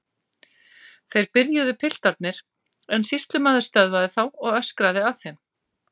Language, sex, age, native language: Icelandic, female, 40-49, Icelandic